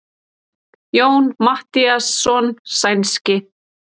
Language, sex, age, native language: Icelandic, female, 30-39, Icelandic